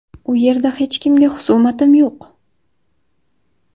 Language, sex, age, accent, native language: Uzbek, female, 19-29, Sirdaryo, Uzbek